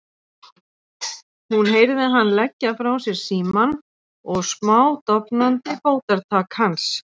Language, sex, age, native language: Icelandic, female, 40-49, Icelandic